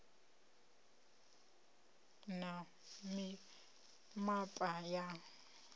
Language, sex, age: Venda, female, 30